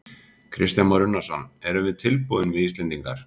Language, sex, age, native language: Icelandic, male, 40-49, Icelandic